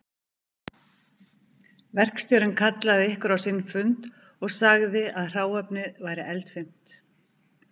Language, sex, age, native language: Icelandic, female, 50-59, Icelandic